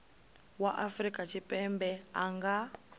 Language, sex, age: Venda, female, 20